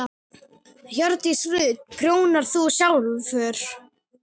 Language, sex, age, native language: Icelandic, female, 8, Icelandic